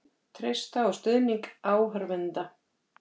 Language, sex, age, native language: Icelandic, female, 50-59, Icelandic